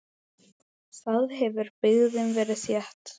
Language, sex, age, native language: Icelandic, male, 10, Icelandic